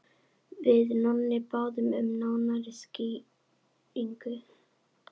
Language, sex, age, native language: Icelandic, female, 11, Icelandic